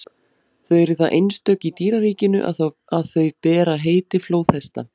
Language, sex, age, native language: Icelandic, female, 40-49, Icelandic